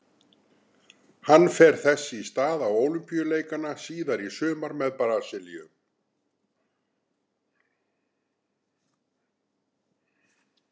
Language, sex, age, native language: Icelandic, male, 60-69, Icelandic